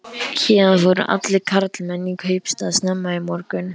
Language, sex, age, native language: Icelandic, male, 11, Icelandic